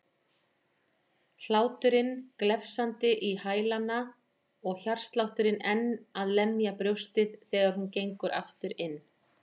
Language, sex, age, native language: Icelandic, female, 40-49, Icelandic